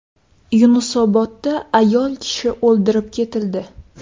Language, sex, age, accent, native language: Uzbek, female, under 19, Qoraqalpog'iston, Uzbek